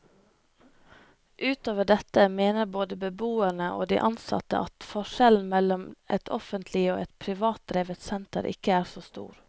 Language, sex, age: Norwegian, female, 25